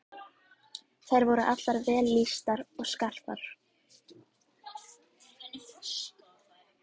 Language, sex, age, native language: Icelandic, female, 11, Icelandic